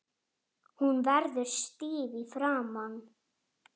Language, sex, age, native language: Icelandic, female, 7, Icelandic